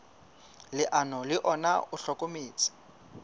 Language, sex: Southern Sotho, female